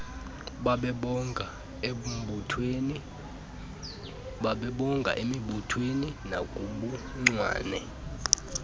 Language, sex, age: Xhosa, male, 32